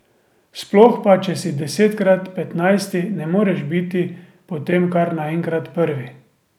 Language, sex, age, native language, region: Slovenian, male, 30-49, Slovenian, Drava region